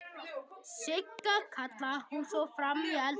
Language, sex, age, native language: Icelandic, male, 11, Icelandic